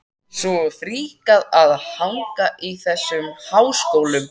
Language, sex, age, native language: Icelandic, male, 13, Icelandic